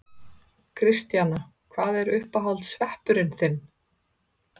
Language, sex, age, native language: Icelandic, female, 30-39, Icelandic